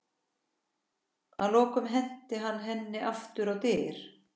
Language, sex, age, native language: Icelandic, female, 14, Icelandic